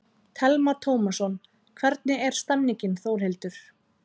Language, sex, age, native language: Icelandic, female, 30-39, Icelandic